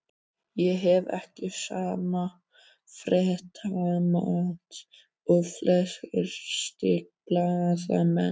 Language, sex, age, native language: Icelandic, male, 12, Icelandic